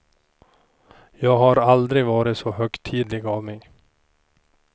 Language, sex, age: Swedish, male, 38